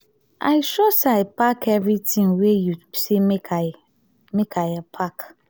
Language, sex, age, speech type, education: Nigerian Pidgin, female, 30-45, spontaneous, tertiary